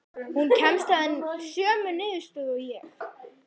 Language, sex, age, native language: Icelandic, female, 11, Icelandic